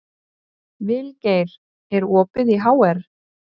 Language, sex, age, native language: Icelandic, female, 30-39, Icelandic